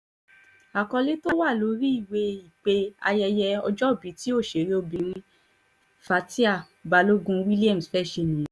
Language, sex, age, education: Yoruba, female, 15-29, tertiary